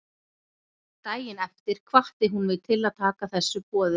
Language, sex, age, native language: Icelandic, female, 11, Icelandic